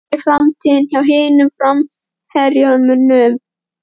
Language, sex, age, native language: Icelandic, female, 12, Icelandic